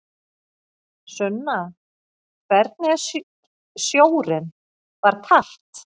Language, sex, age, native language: Icelandic, female, 40-49, Icelandic